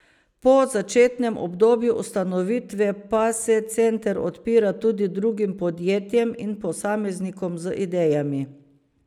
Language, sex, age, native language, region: Slovenian, female, 50-59, Slovenian, Savinja region